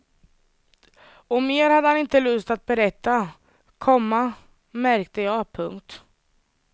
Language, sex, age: Swedish, female, 30